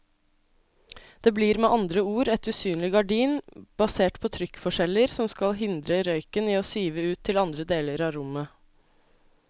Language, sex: Norwegian, female